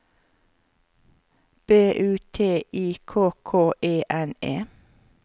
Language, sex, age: Norwegian, female, 54